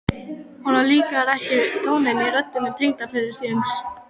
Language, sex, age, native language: Icelandic, female, 12, Icelandic